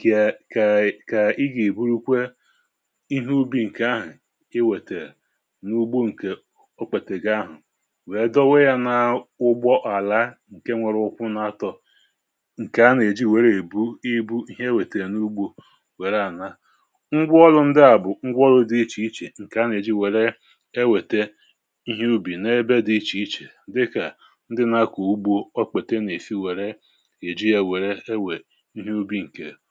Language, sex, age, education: Igbo, male, 30-45, tertiary